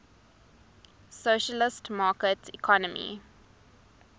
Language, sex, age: English, female, 19